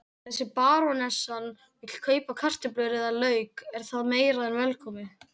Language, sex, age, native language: Icelandic, female, 18-19, Icelandic